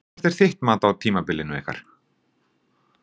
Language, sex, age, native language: Icelandic, male, 40-49, Icelandic